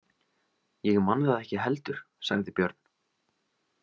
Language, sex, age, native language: Icelandic, male, 20-29, Icelandic